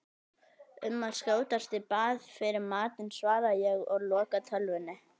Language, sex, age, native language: Icelandic, male, 18-19, Icelandic